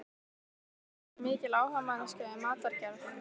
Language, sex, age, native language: Icelandic, female, 15, Icelandic